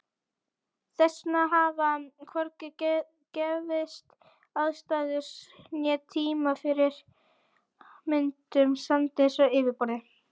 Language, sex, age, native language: Icelandic, female, 40-49, Icelandic